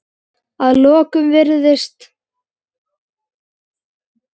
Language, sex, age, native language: Icelandic, female, 9, Icelandic